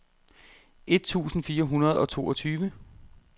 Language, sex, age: Danish, male, 32